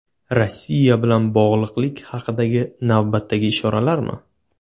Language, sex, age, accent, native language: Uzbek, male, 18-24, Toshkent viloyati, Uzbek